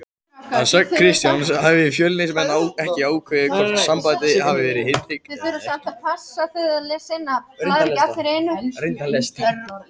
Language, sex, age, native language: Icelandic, male, 18-19, Icelandic